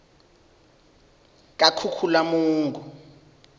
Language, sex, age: South Ndebele, male, 21